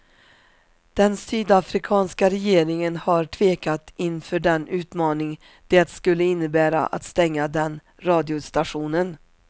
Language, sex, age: Swedish, female, 47